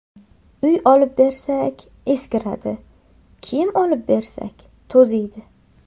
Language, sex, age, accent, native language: Uzbek, female, under 19, Qashqadaryo, Uzbek